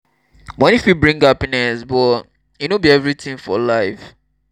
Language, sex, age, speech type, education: Nigerian Pidgin, male, 15-29, spontaneous, tertiary